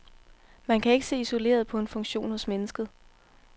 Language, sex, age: Danish, female, 18